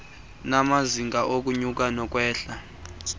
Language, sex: Xhosa, male